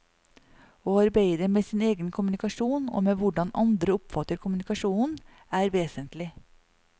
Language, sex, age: Norwegian, female, 40